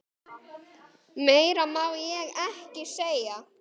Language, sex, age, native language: Icelandic, male, 10, Icelandic